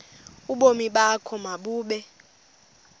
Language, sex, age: Xhosa, female, 24